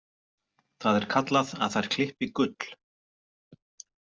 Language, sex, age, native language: Icelandic, male, 40-49, Icelandic